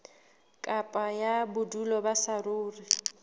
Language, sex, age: Southern Sotho, female, 19